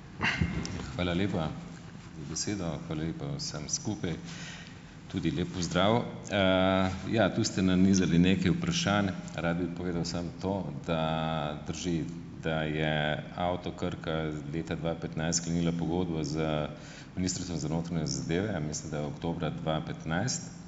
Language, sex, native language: Slovenian, male, Slovenian